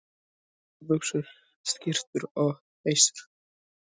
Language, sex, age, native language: Icelandic, male, 18-19, Icelandic